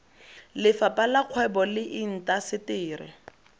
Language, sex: Tswana, female